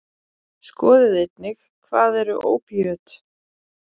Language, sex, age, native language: Icelandic, female, 40-49, Icelandic